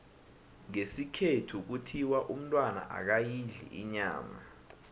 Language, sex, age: South Ndebele, male, 19